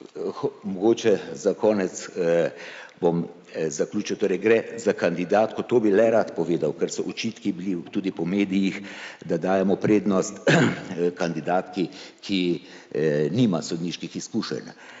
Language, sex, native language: Slovenian, male, Slovenian